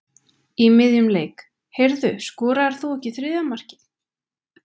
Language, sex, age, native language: Icelandic, female, 20-29, Icelandic